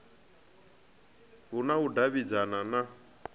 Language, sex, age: Venda, male, 25